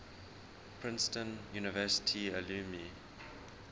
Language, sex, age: English, male, 19